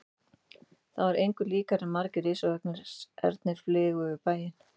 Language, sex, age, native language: Icelandic, female, 30-39, Icelandic